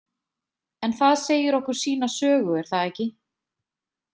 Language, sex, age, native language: Icelandic, female, 20-29, Icelandic